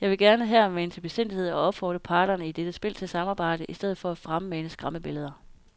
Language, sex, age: Danish, female, 32